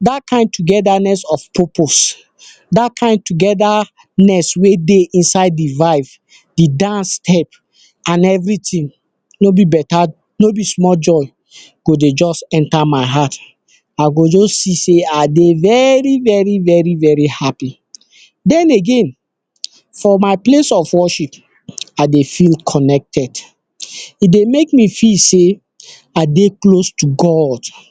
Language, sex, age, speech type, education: Nigerian Pidgin, male, 60+, spontaneous, tertiary